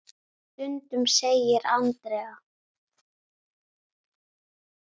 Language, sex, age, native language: Icelandic, female, 10, Icelandic